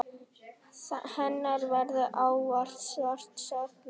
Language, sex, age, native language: Icelandic, female, 10, Icelandic